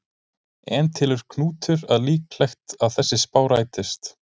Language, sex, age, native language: Icelandic, male, 20-29, Icelandic